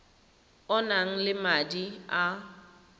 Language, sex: Tswana, female